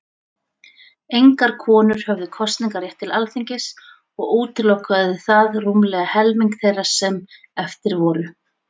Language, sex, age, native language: Icelandic, female, 40-49, Icelandic